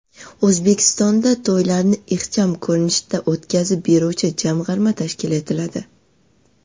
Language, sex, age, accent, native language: Uzbek, female, 12-17, Toshkent shahri, Uzbek